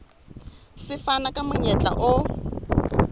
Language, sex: Southern Sotho, female